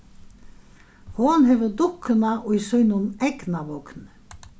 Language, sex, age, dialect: Faroese, female, 61+, Vágar